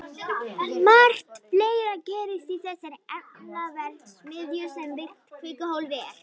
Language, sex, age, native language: Icelandic, female, 18-19, Icelandic